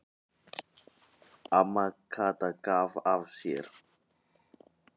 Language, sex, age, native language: Icelandic, male, 18-19, Icelandic